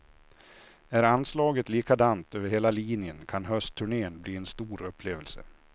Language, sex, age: Swedish, male, 56